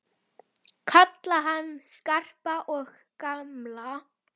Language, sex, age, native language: Icelandic, female, 10, Icelandic